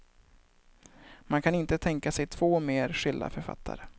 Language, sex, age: Swedish, male, 23